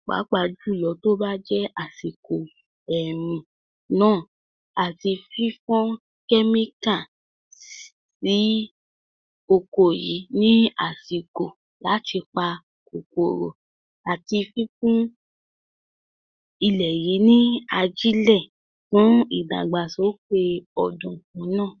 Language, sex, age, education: Yoruba, female, 46-60, tertiary